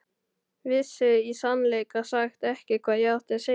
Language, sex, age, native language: Icelandic, male, 12, Icelandic